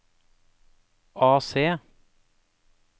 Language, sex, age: Norwegian, male, 28